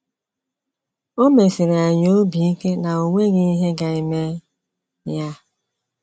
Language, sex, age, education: Igbo, female, 30-45, tertiary